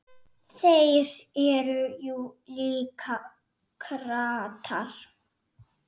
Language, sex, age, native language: Icelandic, male, 7, Icelandic